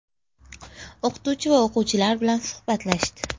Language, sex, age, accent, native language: Uzbek, female, 18-24, Toshkent viloyati, Uzbek